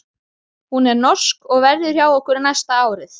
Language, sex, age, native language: Icelandic, male, 12, Icelandic